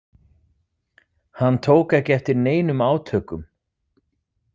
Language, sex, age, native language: Icelandic, male, 40-49, Icelandic